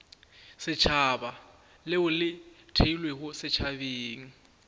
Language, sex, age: Northern Sotho, male, 24